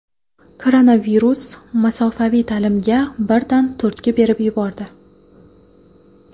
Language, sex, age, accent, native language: Uzbek, female, 18-24, Qoraqalpog'iston, Karakalpak